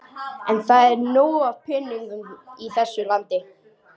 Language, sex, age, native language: Icelandic, male, 12, Icelandic